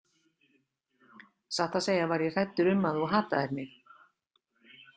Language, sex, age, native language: Icelandic, female, 60-69, Icelandic